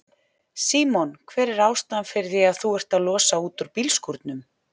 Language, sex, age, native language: Icelandic, female, 40-49, Icelandic